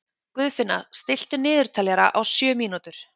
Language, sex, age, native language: Icelandic, female, 30-39, Icelandic